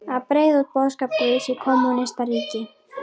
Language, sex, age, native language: Icelandic, female, 13, Icelandic